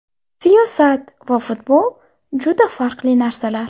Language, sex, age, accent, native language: Uzbek, female, 18-24, Buxoro, Uzbek